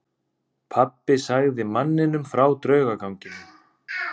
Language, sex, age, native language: Icelandic, male, 30-39, Icelandic